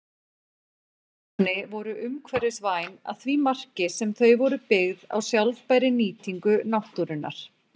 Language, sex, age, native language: Icelandic, female, 40-49, Icelandic